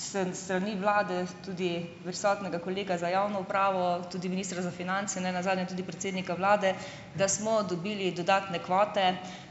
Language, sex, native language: Slovenian, female, Slovenian